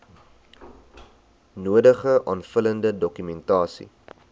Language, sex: Afrikaans, male